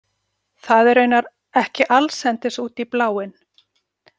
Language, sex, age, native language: Icelandic, female, 40-49, Icelandic